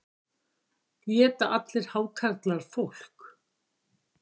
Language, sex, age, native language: Icelandic, female, 60-69, Icelandic